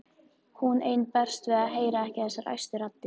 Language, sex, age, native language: Icelandic, female, 14, Icelandic